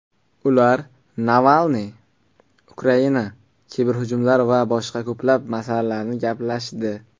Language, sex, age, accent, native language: Uzbek, male, 19-29, Qashqadaryo, Uzbek